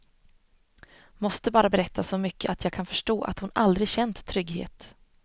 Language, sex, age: Swedish, female, 25